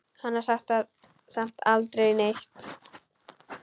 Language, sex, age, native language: Icelandic, female, 10, Icelandic